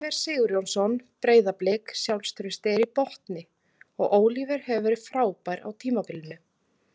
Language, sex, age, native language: Icelandic, female, 30-39, Icelandic